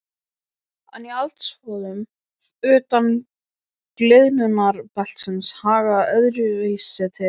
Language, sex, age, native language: Icelandic, male, 12, Icelandic